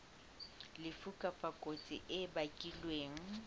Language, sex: Southern Sotho, female